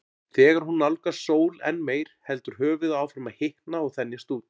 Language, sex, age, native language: Icelandic, male, 40-49, Icelandic